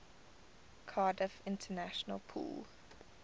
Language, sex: English, female